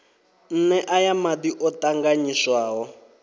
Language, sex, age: Venda, male, 23